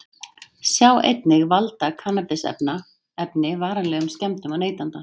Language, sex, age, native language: Icelandic, female, 30-39, Icelandic